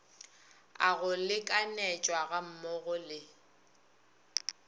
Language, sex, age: Northern Sotho, female, 22